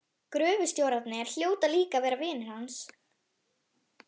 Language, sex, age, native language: Icelandic, female, 11, Icelandic